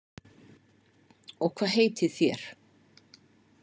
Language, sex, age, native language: Icelandic, female, 50-59, Icelandic